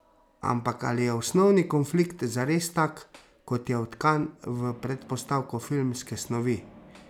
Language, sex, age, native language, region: Slovenian, male, 30-49, Slovenian, Savinja region